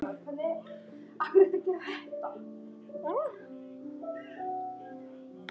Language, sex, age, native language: Icelandic, male, 9, Icelandic